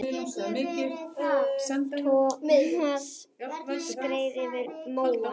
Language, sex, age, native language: Icelandic, female, 8, Icelandic